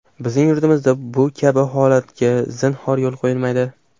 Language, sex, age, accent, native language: Uzbek, male, 12-17, Andijon, Uzbek